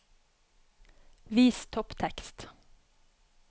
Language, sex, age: Norwegian, female, 31